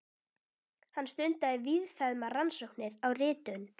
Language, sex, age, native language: Icelandic, female, 12, Icelandic